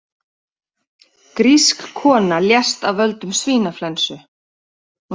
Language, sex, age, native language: Icelandic, female, 30-39, Icelandic